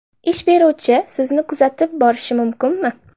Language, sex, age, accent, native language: Uzbek, female, 12-17, Namangan, Uzbek